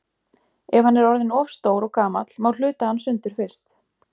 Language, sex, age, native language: Icelandic, female, 20-29, Icelandic